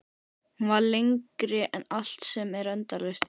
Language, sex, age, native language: Icelandic, male, 12, Icelandic